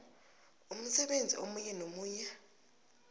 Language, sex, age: South Ndebele, female, 22